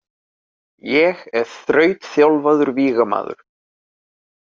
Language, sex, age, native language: Icelandic, male, 30-39, Icelandic